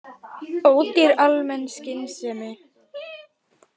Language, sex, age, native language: Icelandic, other, 20-29, Icelandic